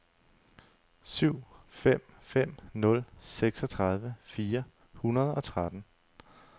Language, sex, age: Danish, male, 35